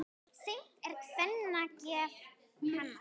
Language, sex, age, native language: Icelandic, female, 10, Icelandic